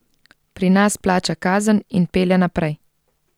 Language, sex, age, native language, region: Slovenian, female, 30-49, Slovenian, Central Slovenia